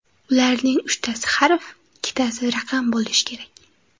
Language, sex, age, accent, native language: Uzbek, female, 18-24, Xorazm, Uzbek